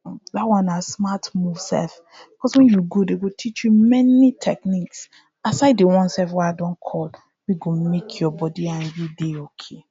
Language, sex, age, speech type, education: Nigerian Pidgin, female, 15-29, spontaneous, tertiary